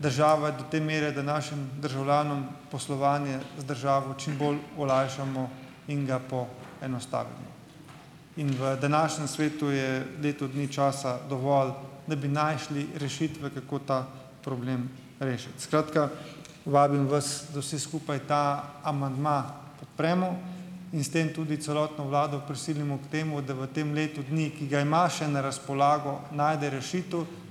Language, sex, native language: Slovenian, male, Slovenian